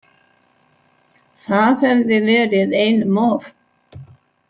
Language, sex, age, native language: Icelandic, female, 60-69, Icelandic